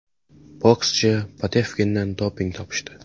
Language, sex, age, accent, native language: Uzbek, male, 18-24, Samarqand, Uzbek